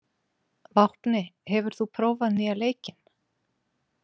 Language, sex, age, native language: Icelandic, female, 40-49, Icelandic